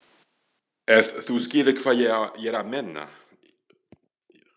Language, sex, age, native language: Icelandic, male, 40-49, French